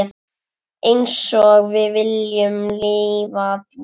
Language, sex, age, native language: Icelandic, female, 10, Icelandic